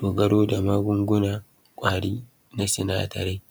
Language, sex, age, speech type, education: Hausa, male, 30-45, spontaneous, tertiary